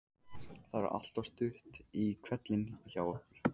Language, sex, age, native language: Icelandic, male, 15, Icelandic